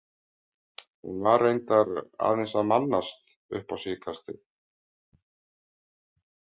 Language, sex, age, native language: Icelandic, male, 50-59, Icelandic